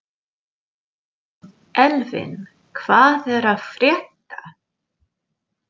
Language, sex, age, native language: Icelandic, female, 40-49, English